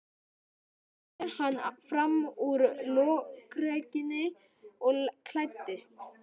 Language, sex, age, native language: Icelandic, male, 13, Icelandic